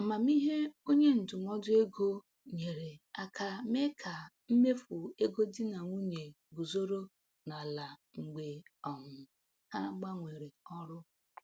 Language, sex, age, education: Igbo, female, 15-29, tertiary